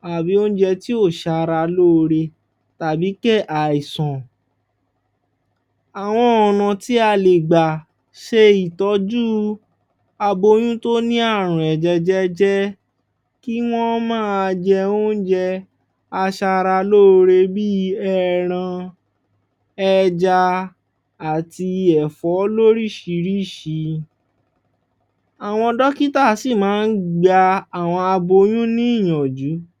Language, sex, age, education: Yoruba, male, 15-29, tertiary